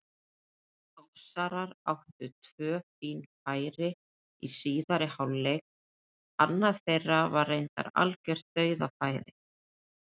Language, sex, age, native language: Icelandic, female, 30-39, Icelandic